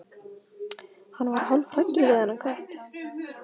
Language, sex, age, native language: Icelandic, female, 15, Icelandic